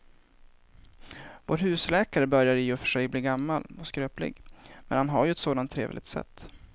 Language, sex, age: Swedish, male, 23